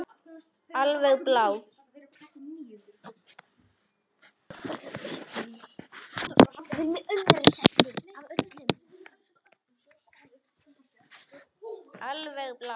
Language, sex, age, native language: Icelandic, male, 10, Icelandic